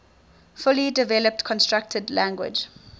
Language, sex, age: English, female, 19